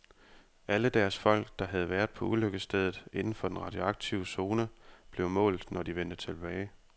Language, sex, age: Danish, male, 30